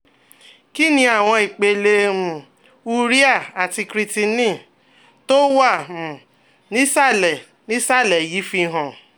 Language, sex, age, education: Yoruba, female, 30-45, tertiary